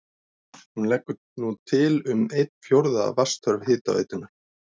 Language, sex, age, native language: Icelandic, male, 40-49, Icelandic